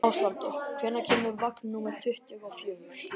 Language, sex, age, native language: Icelandic, male, 12, Icelandic